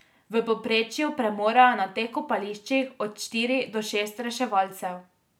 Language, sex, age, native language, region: Slovenian, female, 18-29, Slovenian, Drava region